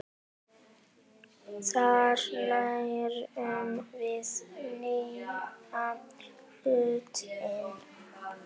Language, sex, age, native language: Icelandic, female, 9, Icelandic